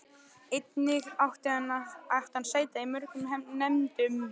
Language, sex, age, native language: Icelandic, male, 11, Icelandic